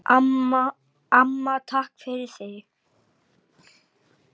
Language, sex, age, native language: Icelandic, male, 8, Icelandic